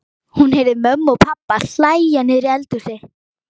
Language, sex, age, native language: Icelandic, female, 11, Icelandic